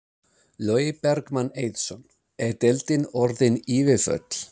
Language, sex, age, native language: Icelandic, male, 30-39, English